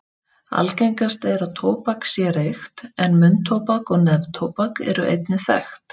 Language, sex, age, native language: Icelandic, female, 30-39, Icelandic